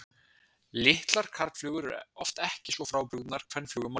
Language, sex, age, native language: Icelandic, male, 20-29, Icelandic